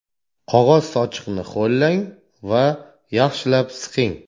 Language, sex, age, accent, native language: Uzbek, male, 40-49, Toshkent viloyati, Uzbek